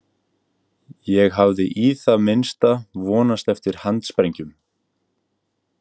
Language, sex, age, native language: Icelandic, male, 18-19, Icelandic